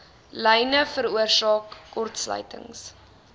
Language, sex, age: Afrikaans, female, 20